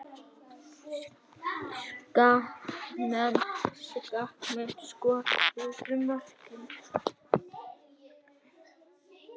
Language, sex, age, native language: Icelandic, female, 18-19, Icelandic